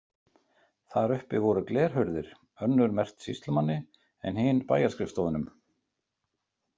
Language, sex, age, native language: Icelandic, male, 50-59, Icelandic